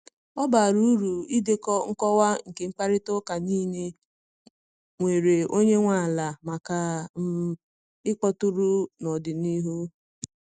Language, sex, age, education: Igbo, female, 30-45, tertiary